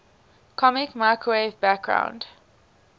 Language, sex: English, female